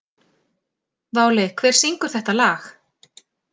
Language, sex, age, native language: Icelandic, female, 40-49, Icelandic